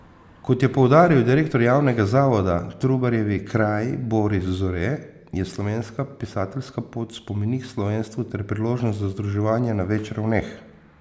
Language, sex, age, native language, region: Slovenian, male, 50-59, Slovenian, Posavska region